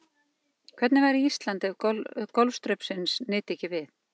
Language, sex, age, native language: Icelandic, female, 40-49, Icelandic